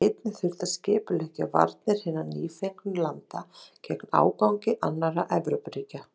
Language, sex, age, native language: Icelandic, female, 30-39, Icelandic